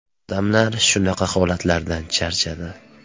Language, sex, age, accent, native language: Uzbek, male, 18-24, Namangan, Uzbek